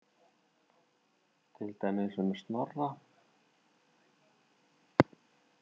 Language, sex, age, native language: Icelandic, male, 50-59, Icelandic